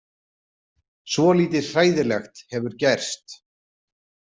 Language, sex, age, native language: Icelandic, male, 40-49, Icelandic